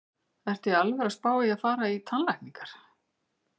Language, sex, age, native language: Icelandic, female, 50-59, Icelandic